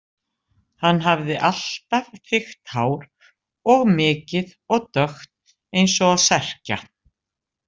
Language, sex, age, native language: Icelandic, female, 60-69, Icelandic